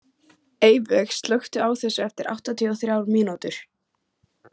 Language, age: Icelandic, 18-19